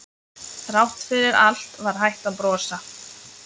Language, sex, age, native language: Icelandic, female, 20-29, Lithuanian